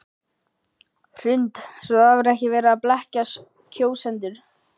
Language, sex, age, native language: Icelandic, male, 11, Icelandic